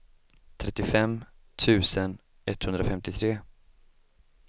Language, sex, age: Swedish, male, 25